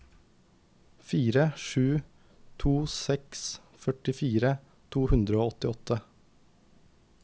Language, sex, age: Norwegian, male, 19